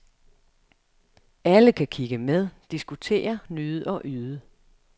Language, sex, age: Danish, female, 35